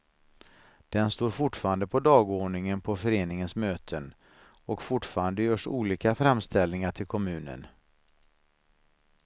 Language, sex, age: Swedish, male, 49